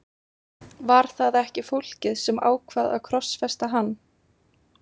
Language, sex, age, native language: Icelandic, female, 20-29, Icelandic